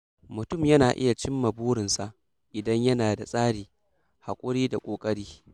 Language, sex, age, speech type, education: Hausa, male, 15-29, read, secondary